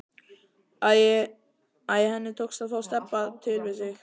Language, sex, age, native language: Icelandic, male, 12, Icelandic